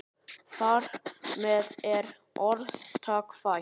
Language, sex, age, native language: Icelandic, male, 9, Icelandic